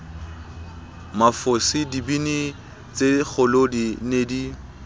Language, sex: Southern Sotho, male